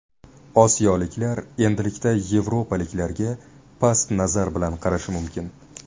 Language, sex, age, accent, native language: Uzbek, male, 19-29, Buxoro, Uzbek